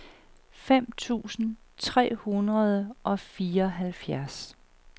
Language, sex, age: Danish, female, 38